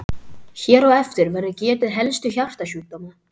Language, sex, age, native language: Icelandic, male, 12, Icelandic